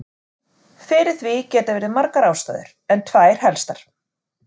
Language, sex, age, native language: Icelandic, female, 40-49, Icelandic